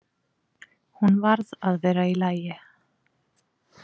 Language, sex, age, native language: Icelandic, female, 40-49, Icelandic